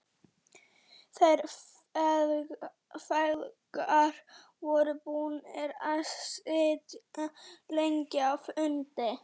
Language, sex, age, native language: Icelandic, female, 11, Icelandic